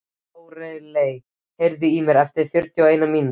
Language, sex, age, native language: Icelandic, male, 13, Icelandic